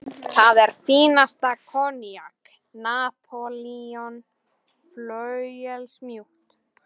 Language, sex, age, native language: Icelandic, female, 12, Icelandic